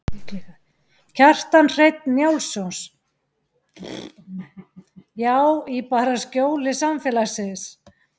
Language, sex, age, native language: Icelandic, female, 40-49, Icelandic